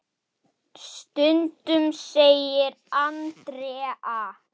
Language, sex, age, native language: Icelandic, male, 8, Icelandic